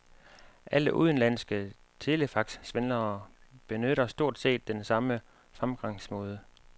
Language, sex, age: Danish, male, 35